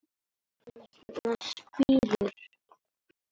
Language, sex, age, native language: Icelandic, male, 10, Icelandic